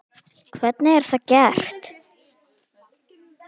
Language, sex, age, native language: Icelandic, female, 10, Icelandic